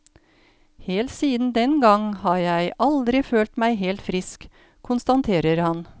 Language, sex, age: Norwegian, female, 53